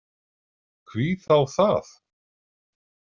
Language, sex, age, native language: Icelandic, male, 40-49, Icelandic